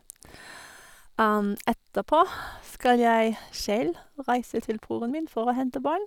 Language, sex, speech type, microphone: Norwegian, female, spontaneous, Sennheiser